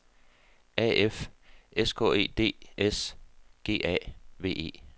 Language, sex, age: Danish, male, 48